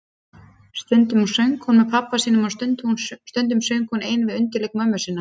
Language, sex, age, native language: Icelandic, female, 30-39, Icelandic